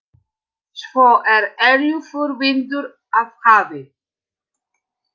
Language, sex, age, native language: Icelandic, female, 60-69, Polish